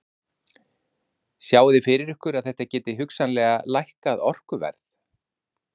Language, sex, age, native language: Icelandic, male, 50-59, Icelandic